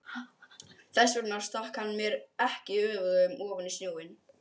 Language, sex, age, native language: Icelandic, male, 12, Icelandic